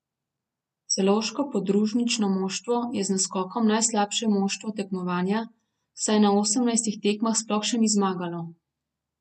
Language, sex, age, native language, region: Slovenian, female, 30-49, Slovenian, Gorenjska region